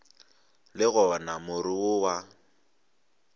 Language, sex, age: Northern Sotho, male, 23